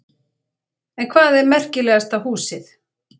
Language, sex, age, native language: Icelandic, female, 40-49, Icelandic